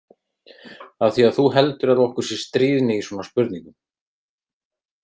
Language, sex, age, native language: Icelandic, male, 30-39, Icelandic